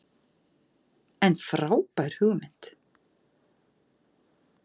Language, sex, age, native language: Icelandic, female, 50-59, Icelandic